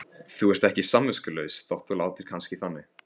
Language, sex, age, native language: Icelandic, male, 15, Icelandic